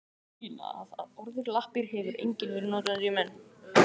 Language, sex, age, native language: Icelandic, other, 18-19, Icelandic